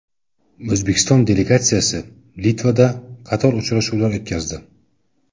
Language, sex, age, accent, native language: Uzbek, male, 18-24, Samarqand, Uzbek